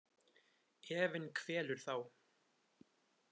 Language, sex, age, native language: Icelandic, male, 20-29, Icelandic